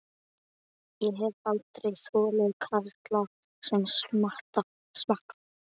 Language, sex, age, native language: Icelandic, male, 12, Icelandic